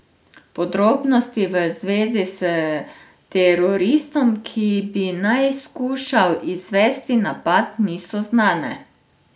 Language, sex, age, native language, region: Slovenian, female, 30-49, Slovenian, Drava region